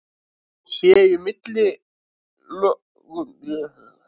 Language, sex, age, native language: Icelandic, male, 30-39, Icelandic